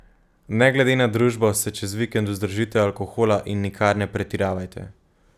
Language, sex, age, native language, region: Slovenian, male, 18-29, Slovenian, Gorenjska region